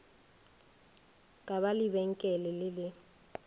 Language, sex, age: Northern Sotho, female, 21